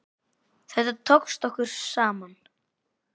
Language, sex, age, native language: Icelandic, male, 8, Icelandic